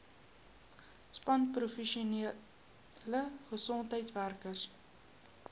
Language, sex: Afrikaans, female